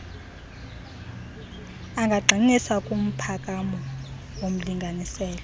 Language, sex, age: Xhosa, female, 32